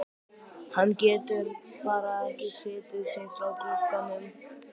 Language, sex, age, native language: Icelandic, male, 12, Icelandic